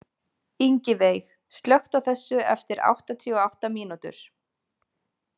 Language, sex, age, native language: Icelandic, female, 30-39, Icelandic